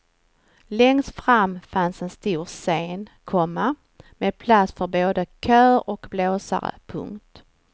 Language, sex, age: Swedish, female, 49